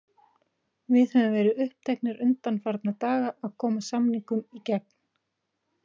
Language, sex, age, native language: Icelandic, female, 40-49, Icelandic